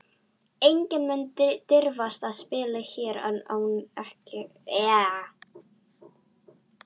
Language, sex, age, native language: Icelandic, female, 12, Icelandic